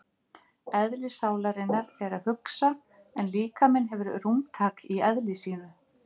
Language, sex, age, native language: Icelandic, female, 50-59, Icelandic